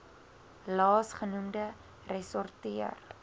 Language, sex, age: Afrikaans, female, 20